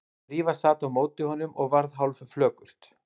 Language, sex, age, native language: Icelandic, male, 30-39, Icelandic